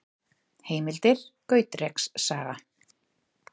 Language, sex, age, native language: Icelandic, female, 30-39, Icelandic